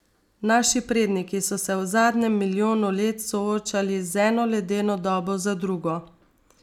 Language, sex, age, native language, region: Slovenian, female, 30-49, Slovenian, Savinja region